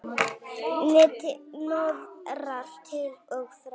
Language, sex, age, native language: Icelandic, female, 9, Icelandic